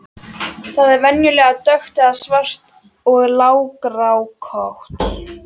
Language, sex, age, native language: Icelandic, female, 13, Icelandic